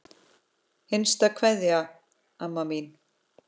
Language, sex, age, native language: Icelandic, female, 10, Icelandic